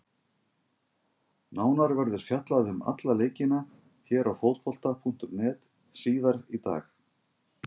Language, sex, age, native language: Icelandic, male, 50-59, Icelandic